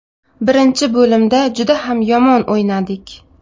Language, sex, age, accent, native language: Uzbek, female, 25-34, Navoiy, Uzbek